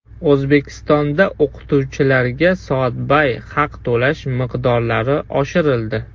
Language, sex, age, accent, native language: Uzbek, male, 18-24, Toshkent shahri, Russian